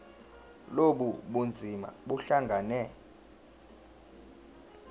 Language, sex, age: Zulu, male, 19